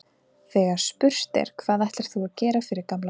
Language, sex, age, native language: Icelandic, female, 20-29, Icelandic